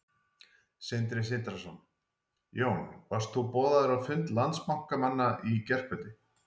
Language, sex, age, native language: Icelandic, male, 40-49, Icelandic